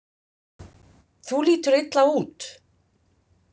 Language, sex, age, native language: Icelandic, female, 50-59, Icelandic